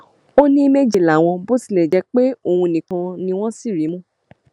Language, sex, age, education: Yoruba, female, 15-29, tertiary